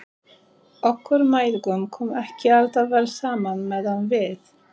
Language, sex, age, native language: Icelandic, female, 30-39, Polish